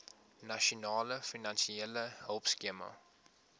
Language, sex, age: Afrikaans, male, 21